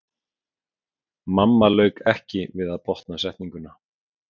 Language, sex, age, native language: Icelandic, male, 40-49, Icelandic